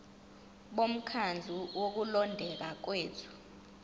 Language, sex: Zulu, female